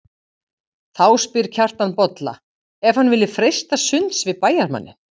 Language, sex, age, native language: Icelandic, female, 50-59, Icelandic